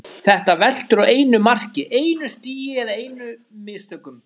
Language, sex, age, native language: Icelandic, male, 30-39, Icelandic